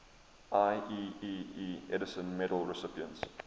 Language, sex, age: English, male, 23